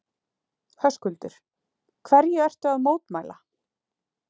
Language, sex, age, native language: Icelandic, female, 40-49, Icelandic